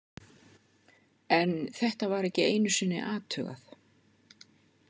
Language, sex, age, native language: Icelandic, female, 50-59, Icelandic